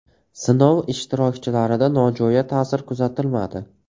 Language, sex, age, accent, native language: Uzbek, male, 18-24, Toshkent viloyati, Uzbek